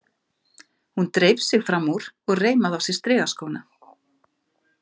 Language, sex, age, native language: Icelandic, female, 50-59, Icelandic